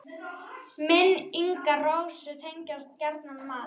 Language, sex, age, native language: Icelandic, female, 11, Icelandic